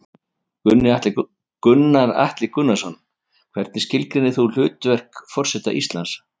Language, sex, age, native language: Icelandic, male, 50-59, Icelandic